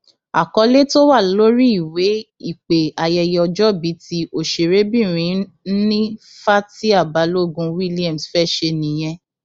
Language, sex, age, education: Yoruba, female, 15-29, tertiary